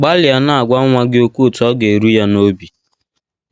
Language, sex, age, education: Igbo, male, 15-29, tertiary